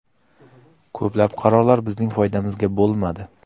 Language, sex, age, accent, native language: Uzbek, male, 25-34, Qoraqalpog'iston, Uzbek